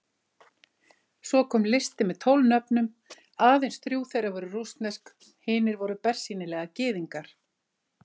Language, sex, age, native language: Icelandic, female, 50-59, Icelandic